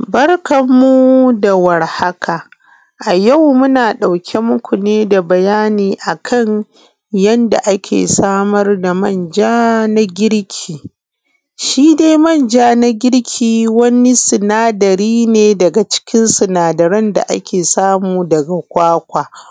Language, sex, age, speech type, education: Hausa, female, 30-45, spontaneous, primary